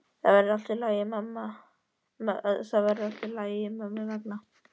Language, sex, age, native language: Icelandic, male, 13, Icelandic